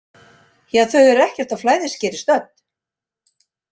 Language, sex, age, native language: Icelandic, female, 60-69, Icelandic